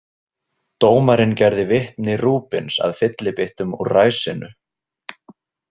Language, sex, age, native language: Icelandic, male, 20-29, Icelandic